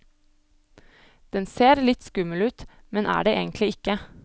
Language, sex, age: Norwegian, female, 25